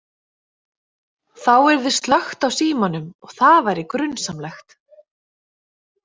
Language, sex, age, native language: Icelandic, female, 30-39, Icelandic